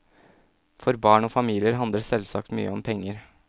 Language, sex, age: Norwegian, male, 27